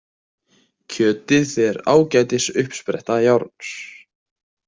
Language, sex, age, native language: Icelandic, male, 20-29, Icelandic